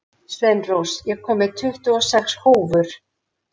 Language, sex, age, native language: Icelandic, female, 60-69, Icelandic